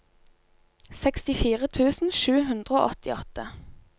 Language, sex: Norwegian, female